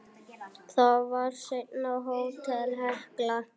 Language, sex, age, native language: Icelandic, female, 9, Icelandic